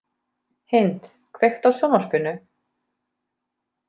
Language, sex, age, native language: Icelandic, female, 30-39, Icelandic